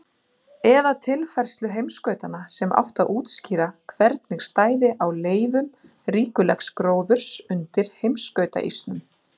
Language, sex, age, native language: Icelandic, female, 40-49, Icelandic